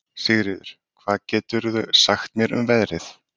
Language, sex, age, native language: Icelandic, male, 30-39, Icelandic